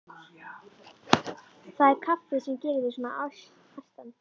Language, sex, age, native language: Icelandic, female, 11, Icelandic